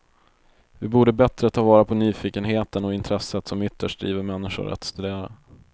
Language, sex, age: Swedish, male, 22